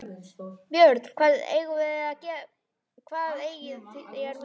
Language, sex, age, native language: Icelandic, male, 9, Icelandic